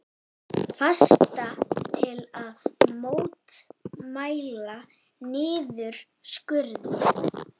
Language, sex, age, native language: Icelandic, female, 18-19, Icelandic